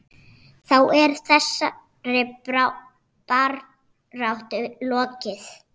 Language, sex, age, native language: Icelandic, female, 6, Icelandic